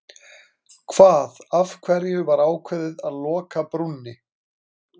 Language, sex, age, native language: Icelandic, male, 30-39, Icelandic